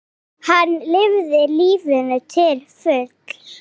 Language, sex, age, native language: Icelandic, female, 8, Icelandic